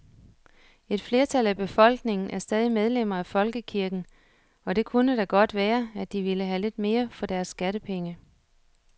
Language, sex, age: Danish, female, 47